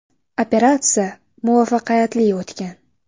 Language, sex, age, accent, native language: Uzbek, female, 19-29, Toshkent shahri, Uzbek